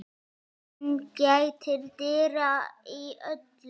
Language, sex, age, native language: Icelandic, male, 9, Icelandic